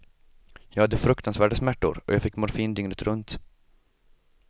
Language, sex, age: Swedish, male, 25